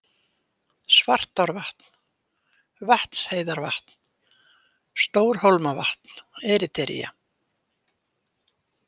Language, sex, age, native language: Icelandic, female, 70-79, Icelandic